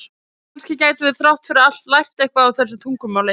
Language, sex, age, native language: Icelandic, female, 20-29, Icelandic